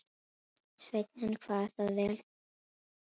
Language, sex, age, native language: Icelandic, female, 11, Icelandic